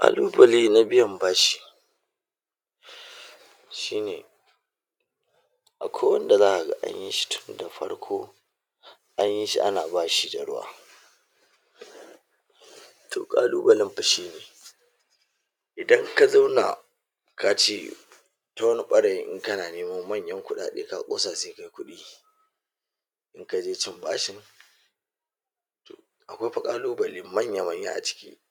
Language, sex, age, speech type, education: Hausa, male, 46-60, spontaneous, tertiary